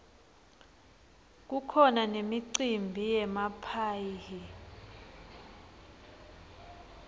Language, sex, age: Swati, female, 21